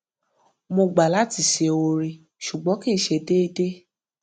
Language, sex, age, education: Yoruba, female, 15-29, tertiary